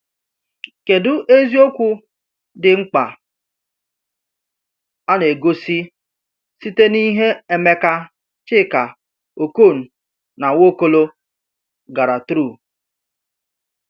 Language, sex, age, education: Igbo, male, 30-45, tertiary